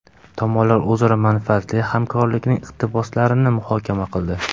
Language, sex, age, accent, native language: Uzbek, male, 19-29, Farg'ona, Uzbek